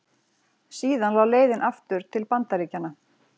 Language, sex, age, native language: Icelandic, female, 40-49, Icelandic